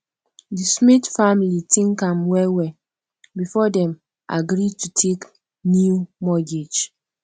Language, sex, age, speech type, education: Nigerian Pidgin, female, 15-29, spontaneous, tertiary